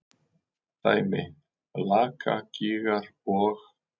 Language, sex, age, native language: Icelandic, male, 40-49, Icelandic